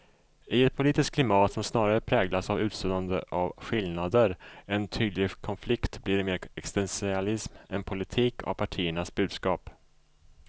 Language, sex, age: Swedish, male, 34